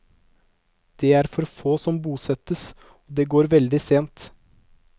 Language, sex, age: Norwegian, male, 22